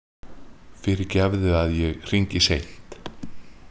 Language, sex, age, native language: Icelandic, male, 30-39, Icelandic